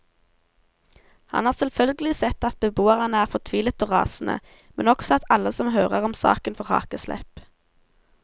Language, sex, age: Norwegian, female, 17